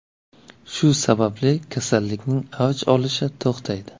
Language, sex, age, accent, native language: Uzbek, male, 25-34, Navoiy, Uzbek